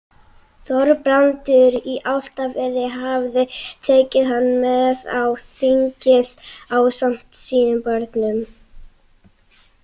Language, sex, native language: Icelandic, other, Icelandic